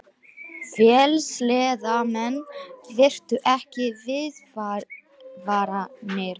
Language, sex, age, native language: Icelandic, other, 18-19, Icelandic